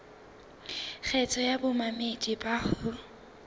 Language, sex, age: Southern Sotho, female, 19